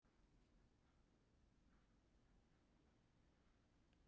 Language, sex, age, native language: Icelandic, female, 18-19, Icelandic